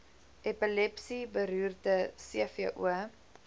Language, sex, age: Afrikaans, female, 20